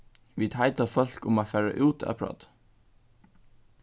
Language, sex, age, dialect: Faroese, male, 15-35, Suðurstreymoy